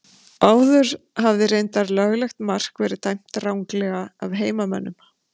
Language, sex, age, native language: Icelandic, female, 50-59, Icelandic